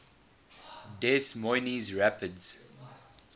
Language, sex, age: English, male, 20